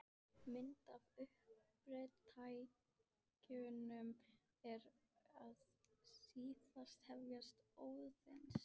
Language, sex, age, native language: Icelandic, female, 14, Icelandic